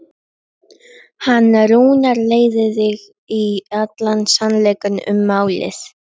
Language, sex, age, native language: Icelandic, female, 11, Icelandic